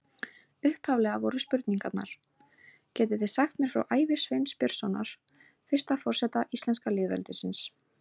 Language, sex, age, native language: Icelandic, female, 18-19, Icelandic